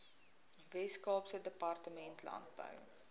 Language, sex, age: Afrikaans, female, 21